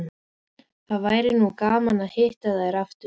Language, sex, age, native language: Icelandic, female, 13, Icelandic